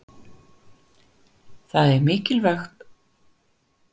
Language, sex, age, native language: Icelandic, female, 60-69, Icelandic